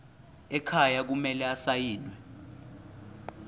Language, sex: Zulu, male